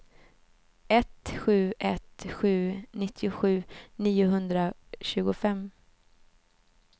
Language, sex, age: Swedish, female, 24